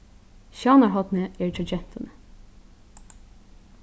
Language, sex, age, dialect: Faroese, female, 15-35, Norðurstreymoy/Eysturoy